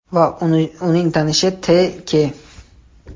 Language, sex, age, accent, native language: Uzbek, male, 18-24, Toshkent shahri, Uzbek